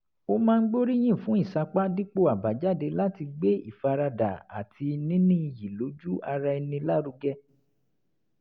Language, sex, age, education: Yoruba, male, 30-45, tertiary